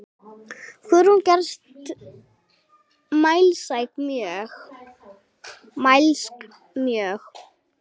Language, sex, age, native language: Icelandic, female, 8, Icelandic